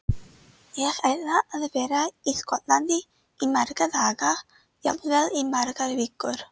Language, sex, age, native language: Icelandic, female, 30-39, Icelandic